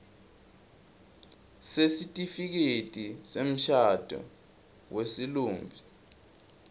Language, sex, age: Swati, male, 20